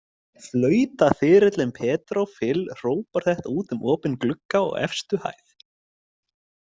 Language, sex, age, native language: Icelandic, male, 20-29, Icelandic